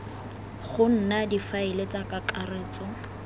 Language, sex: Tswana, female